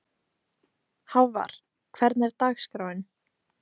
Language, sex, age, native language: Icelandic, female, 15, Icelandic